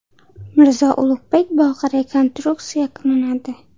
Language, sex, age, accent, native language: Uzbek, female, 12-17, Andijon, Uzbek